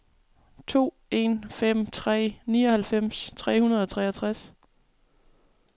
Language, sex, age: Danish, female, 37